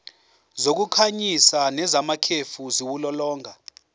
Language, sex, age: Zulu, male, 24